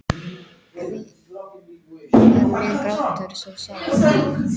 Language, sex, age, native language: Icelandic, female, 13, English